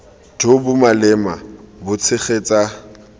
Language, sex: Tswana, male